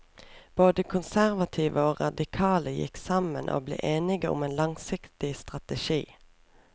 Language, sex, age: Norwegian, female, 24